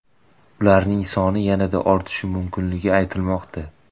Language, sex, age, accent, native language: Uzbek, male, 18-24, Toshkent viloyati, Uzbek